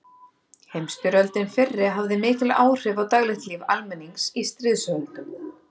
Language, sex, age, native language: Icelandic, female, 30-39, Icelandic